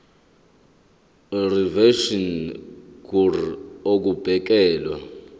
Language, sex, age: Zulu, male, 23